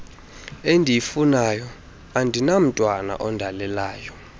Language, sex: Xhosa, male